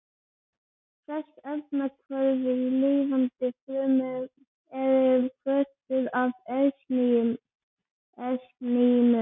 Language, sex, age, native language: Icelandic, female, 11, Icelandic